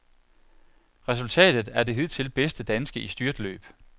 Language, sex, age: Danish, male, 41